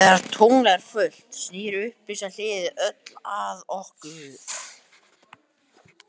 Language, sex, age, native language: Icelandic, male, 18-19, Icelandic